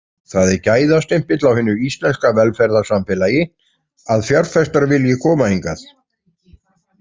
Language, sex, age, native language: Icelandic, male, 40-49, Icelandic